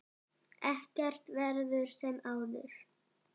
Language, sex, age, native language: Icelandic, female, 7, Icelandic